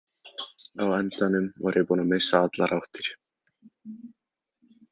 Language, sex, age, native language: Icelandic, male, 18-19, Icelandic